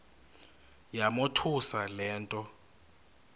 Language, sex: Xhosa, male